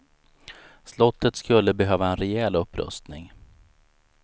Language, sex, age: Swedish, male, 35